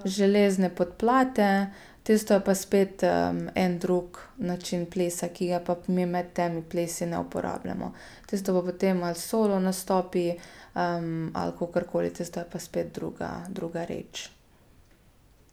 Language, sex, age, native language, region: Slovenian, female, 30-49, Slovenian, Gorica region